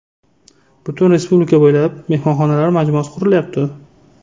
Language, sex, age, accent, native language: Uzbek, male, 25-34, Toshkent shahri, Uzbek